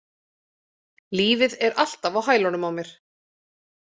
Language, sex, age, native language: Icelandic, female, 30-39, Icelandic